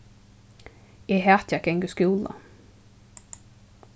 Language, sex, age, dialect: Faroese, female, 15-35, Suðurstreymoy